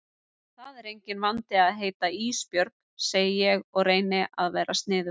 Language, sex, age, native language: Icelandic, female, 30-39, Icelandic